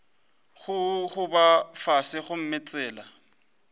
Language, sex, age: Northern Sotho, male, 20